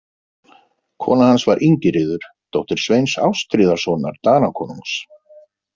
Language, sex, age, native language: Icelandic, male, 50-59, Icelandic